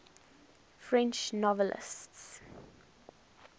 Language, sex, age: English, female, 19